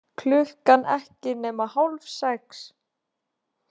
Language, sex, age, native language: Icelandic, female, 20-29, Icelandic